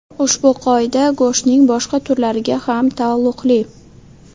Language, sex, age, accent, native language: Uzbek, female, 18-24, Toshkent shahri, Uzbek